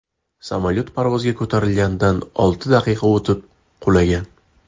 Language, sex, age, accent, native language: Uzbek, male, 18-24, Farg'ona, Uzbek